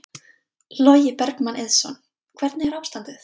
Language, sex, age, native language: Icelandic, female, 20-29, Icelandic